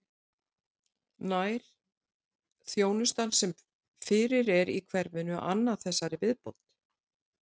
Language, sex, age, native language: Icelandic, female, 60-69, Icelandic